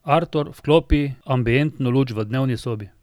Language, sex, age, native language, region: Slovenian, male, 50-59, Slovenian, Drava region